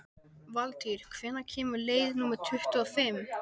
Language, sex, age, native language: Icelandic, male, 12, Icelandic